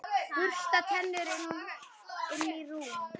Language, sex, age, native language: Icelandic, male, 9, Icelandic